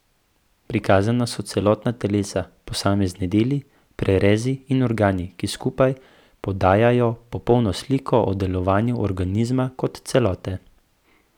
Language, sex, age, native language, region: Slovenian, male, 18-29, Slovenian, Central Slovenia